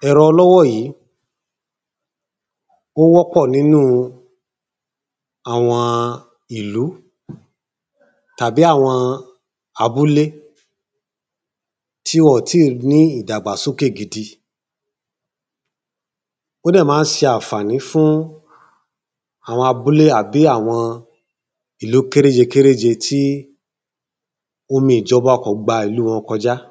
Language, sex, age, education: Yoruba, male, 30-45, tertiary